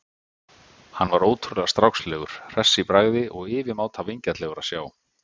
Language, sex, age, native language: Icelandic, male, 50-59, Icelandic